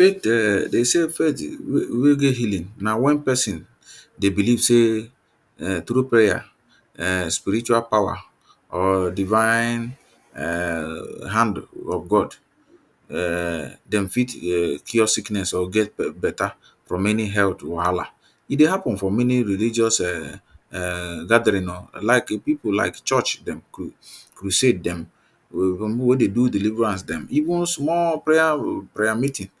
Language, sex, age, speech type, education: Nigerian Pidgin, male, 30-45, spontaneous, tertiary